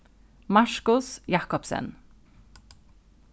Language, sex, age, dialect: Faroese, female, 36-60, Norðuroyggjar